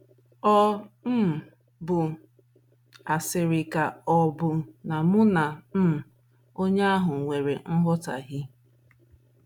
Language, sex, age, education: Igbo, female, 30-45, tertiary